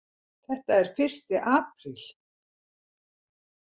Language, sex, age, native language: Icelandic, female, 70-79, Icelandic